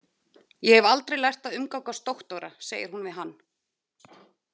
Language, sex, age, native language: Icelandic, female, 30-39, Icelandic